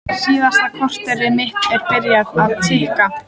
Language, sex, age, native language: Icelandic, female, 14, Icelandic